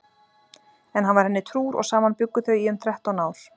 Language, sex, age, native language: Icelandic, female, 40-49, Icelandic